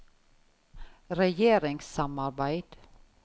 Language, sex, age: Norwegian, female, 51